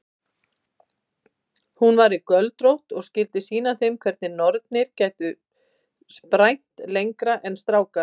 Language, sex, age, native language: Icelandic, female, 50-59, Icelandic